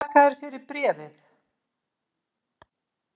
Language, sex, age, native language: Icelandic, female, 70-79, Icelandic